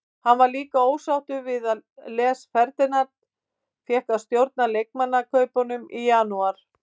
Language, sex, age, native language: Icelandic, female, 50-59, Icelandic